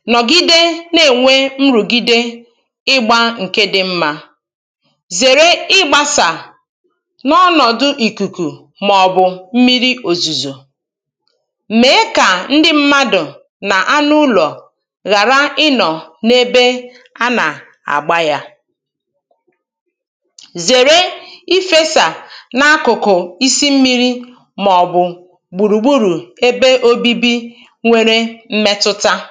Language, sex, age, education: Igbo, female, 30-45, primary